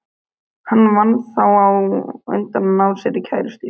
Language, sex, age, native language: Icelandic, male, 13, Icelandic